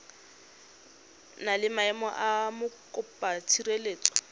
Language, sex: Tswana, female